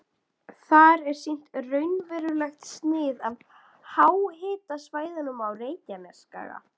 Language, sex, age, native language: Icelandic, female, 12, Icelandic